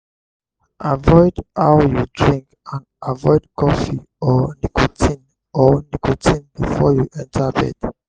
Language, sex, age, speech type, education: Nigerian Pidgin, male, 60+, spontaneous, tertiary